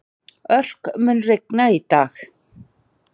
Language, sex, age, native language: Icelandic, male, 40-49, Icelandic